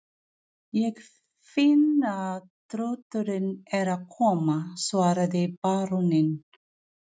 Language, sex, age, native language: Icelandic, female, 40-49, Filipino